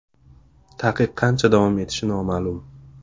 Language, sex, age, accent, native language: Uzbek, male, 25-34, Andijon, Uzbek